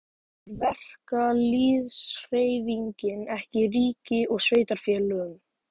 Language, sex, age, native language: Icelandic, male, 18-19, Icelandic